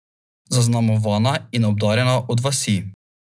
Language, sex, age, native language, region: Slovenian, male, 18-29, Slovenian, Drava region